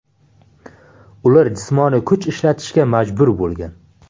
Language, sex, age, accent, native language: Uzbek, male, 25-34, Samarqand, Uzbek